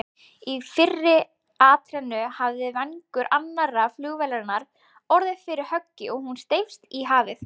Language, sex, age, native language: Icelandic, female, 20-29, Icelandic